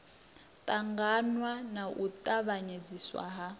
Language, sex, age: Venda, female, 22